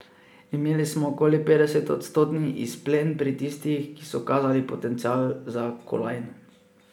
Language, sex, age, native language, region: Slovenian, male, 18-29, Slovenian, Drava region